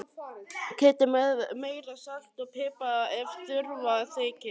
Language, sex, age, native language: Icelandic, male, 11, Icelandic